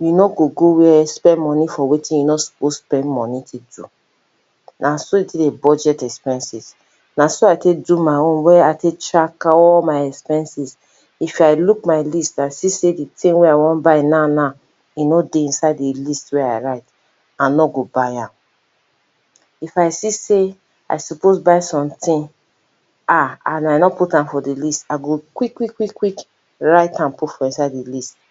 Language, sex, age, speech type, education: Nigerian Pidgin, female, 30-45, spontaneous, tertiary